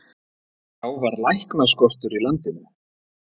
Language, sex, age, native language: Icelandic, male, 40-49, Icelandic